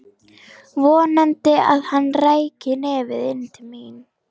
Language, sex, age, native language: Icelandic, female, 11, Icelandic